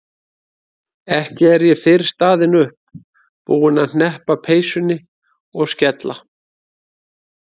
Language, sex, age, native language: Icelandic, male, 30-39, Icelandic